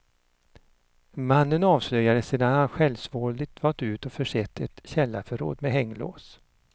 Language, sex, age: Swedish, male, 59